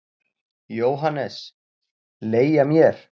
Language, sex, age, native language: Icelandic, male, 40-49, Icelandic